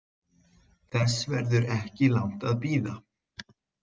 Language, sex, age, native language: Icelandic, male, 20-29, Icelandic